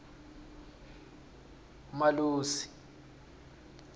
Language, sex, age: South Ndebele, male, 26